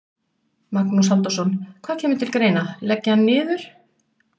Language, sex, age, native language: Icelandic, female, 60-69, Icelandic